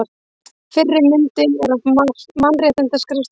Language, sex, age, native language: Icelandic, female, 30-39, Icelandic